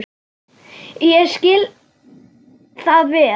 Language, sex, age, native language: Icelandic, female, 9, Icelandic